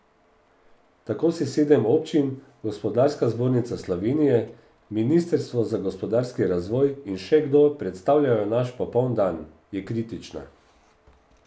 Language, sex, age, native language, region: Slovenian, male, 50-59, Slovenian, Drava region